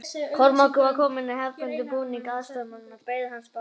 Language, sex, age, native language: Icelandic, male, 18-19, Icelandic